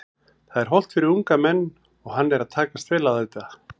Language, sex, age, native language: Icelandic, male, 40-49, Icelandic